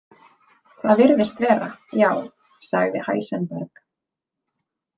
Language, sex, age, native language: Icelandic, female, 30-39, Icelandic